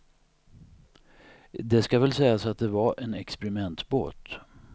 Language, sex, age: Swedish, male, 59